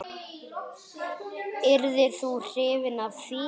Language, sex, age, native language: Icelandic, male, 8, Icelandic